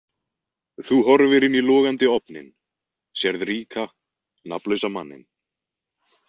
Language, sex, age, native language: Icelandic, male, 20-29, Icelandic